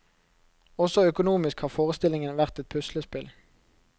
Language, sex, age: Norwegian, male, 29